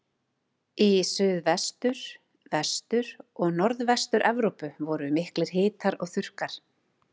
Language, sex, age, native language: Icelandic, female, 40-49, Icelandic